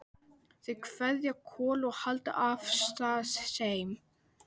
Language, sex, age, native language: Icelandic, male, 12, Icelandic